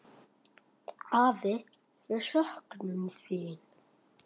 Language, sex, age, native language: Icelandic, male, 8, Icelandic